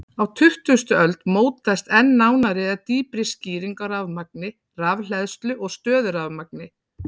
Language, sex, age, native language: Icelandic, female, 40-49, Icelandic